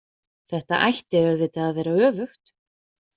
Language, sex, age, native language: Icelandic, female, 20-29, Icelandic